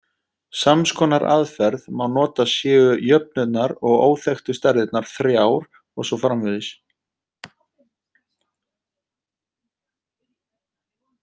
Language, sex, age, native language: Icelandic, male, 30-39, Icelandic